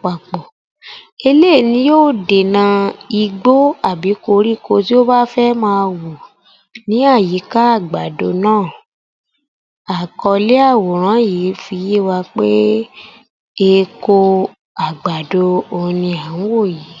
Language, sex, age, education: Yoruba, female, 30-45, tertiary